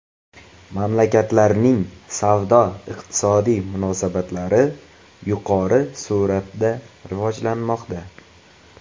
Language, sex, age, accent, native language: Uzbek, male, 18-24, Toshkent viloyati, Uzbek